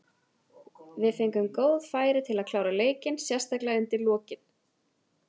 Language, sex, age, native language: Icelandic, female, 30-39, Icelandic